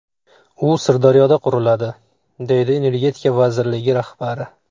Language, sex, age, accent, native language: Uzbek, male, 25-34, Farg'ona, Uzbek